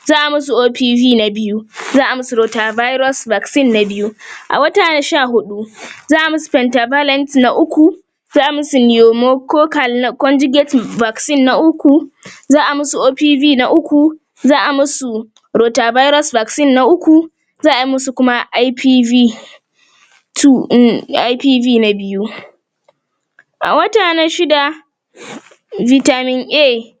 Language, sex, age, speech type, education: Hausa, female, 46-60, spontaneous, tertiary